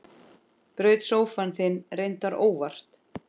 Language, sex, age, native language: Icelandic, female, 10, Icelandic